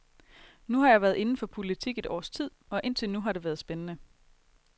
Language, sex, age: Danish, female, 22